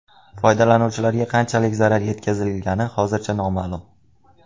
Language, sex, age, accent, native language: Uzbek, male, under 19, Andijon, Uzbek